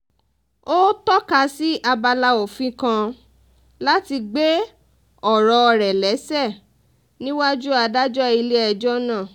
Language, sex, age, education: Yoruba, female, 15-29, tertiary